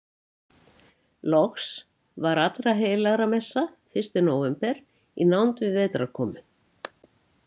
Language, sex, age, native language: Icelandic, female, 70-79, Icelandic